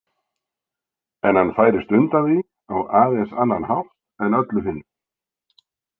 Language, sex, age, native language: Icelandic, male, 60-69, Icelandic